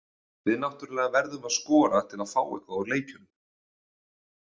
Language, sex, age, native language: Icelandic, male, 40-49, Icelandic